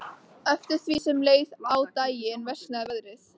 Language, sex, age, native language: Icelandic, female, 13, Icelandic